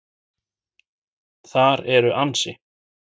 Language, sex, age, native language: Icelandic, male, 40-49, Icelandic